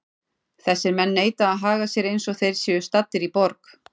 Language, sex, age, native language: Icelandic, female, 40-49, Icelandic